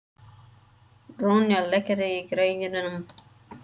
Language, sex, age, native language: Icelandic, female, 30-39, English